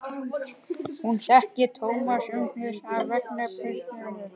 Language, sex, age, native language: Icelandic, male, 11, Icelandic